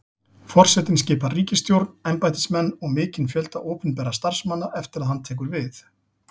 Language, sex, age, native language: Icelandic, male, 40-49, Icelandic